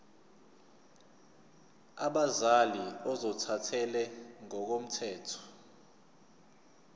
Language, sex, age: Zulu, male, 29